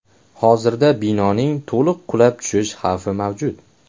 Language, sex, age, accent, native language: Uzbek, male, 18-24, Xorazm, Uzbek